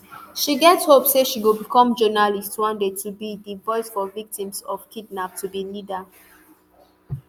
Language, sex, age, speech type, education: Nigerian Pidgin, female, 15-29, spontaneous, tertiary